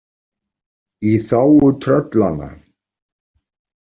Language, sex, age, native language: Icelandic, male, 40-49, Icelandic